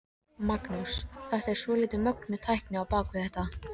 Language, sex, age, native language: Icelandic, female, 13, Icelandic